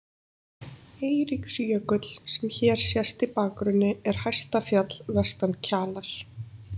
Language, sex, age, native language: Icelandic, female, 30-39, Icelandic